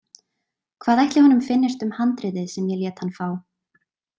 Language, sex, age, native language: Icelandic, female, 20-29, Icelandic